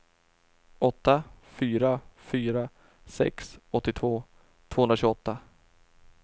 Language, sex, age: Swedish, male, 24